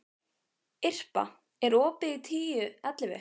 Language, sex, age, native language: Icelandic, female, 15, Icelandic